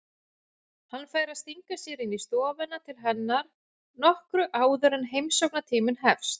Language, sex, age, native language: Icelandic, female, 40-49, Icelandic